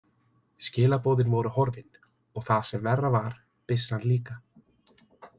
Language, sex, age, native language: Icelandic, male, 30-39, Icelandic